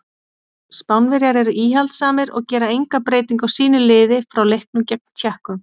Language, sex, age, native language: Icelandic, female, 40-49, Icelandic